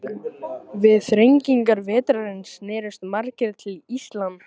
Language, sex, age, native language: Icelandic, male, 14, Icelandic